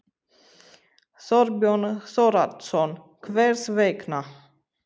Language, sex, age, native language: Icelandic, female, 30-39, Romanian